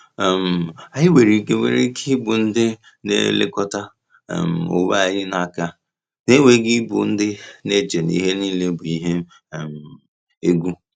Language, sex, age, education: Igbo, male, 15-29, tertiary